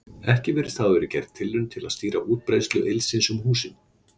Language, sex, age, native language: Icelandic, male, 40-49, Icelandic